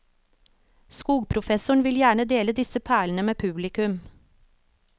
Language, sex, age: Norwegian, female, 36